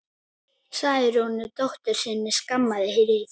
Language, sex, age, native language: Icelandic, female, 9, Icelandic